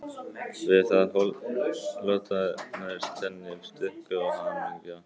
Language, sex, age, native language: Icelandic, male, 18-19, Icelandic